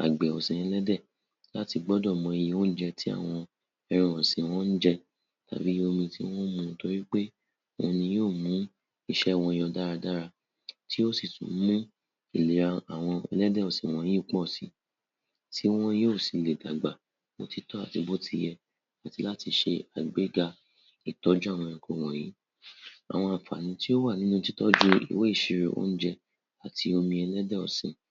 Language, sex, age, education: Yoruba, male, 60+, tertiary